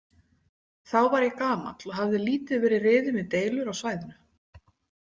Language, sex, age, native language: Icelandic, female, 40-49, Icelandic